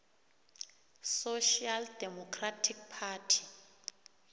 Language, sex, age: South Ndebele, female, 21